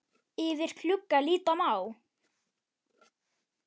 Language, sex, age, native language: Icelandic, male, 8, Icelandic